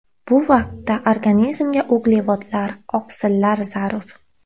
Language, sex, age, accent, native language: Uzbek, female, 18-24, Xorazm, Uzbek